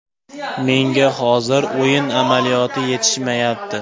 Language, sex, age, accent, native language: Uzbek, male, 18-24, Andijon, Uzbek